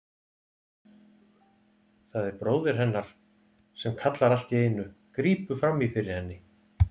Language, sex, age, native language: Icelandic, male, 50-59, Icelandic